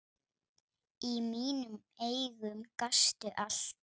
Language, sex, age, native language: Icelandic, male, 8, Icelandic